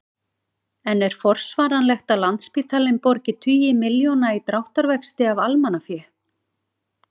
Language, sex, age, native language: Icelandic, female, 40-49, Icelandic